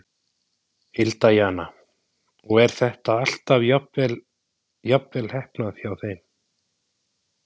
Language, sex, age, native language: Icelandic, male, 20-29, Icelandic